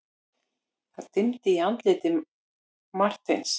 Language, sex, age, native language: Icelandic, female, 40-49, Icelandic